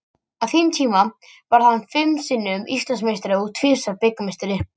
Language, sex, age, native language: Icelandic, male, 18-19, Icelandic